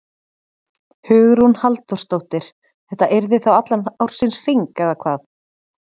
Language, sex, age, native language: Icelandic, female, 30-39, Icelandic